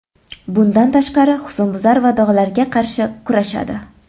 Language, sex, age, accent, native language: Uzbek, female, 25-34, Toshkent shahri, Uzbek